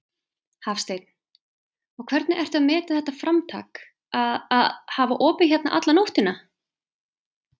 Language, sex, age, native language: Icelandic, female, 30-39, Icelandic